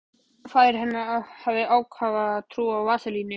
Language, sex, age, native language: Icelandic, male, 12, Icelandic